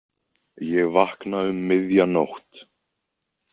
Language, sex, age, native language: Icelandic, male, 20-29, Icelandic